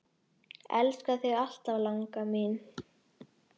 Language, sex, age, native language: Icelandic, male, 6, Icelandic